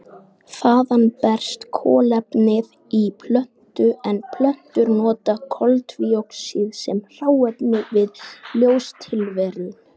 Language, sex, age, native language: Icelandic, female, 18-19, Icelandic